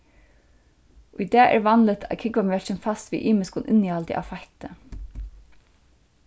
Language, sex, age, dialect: Faroese, female, 36-60, Suðurstreymoy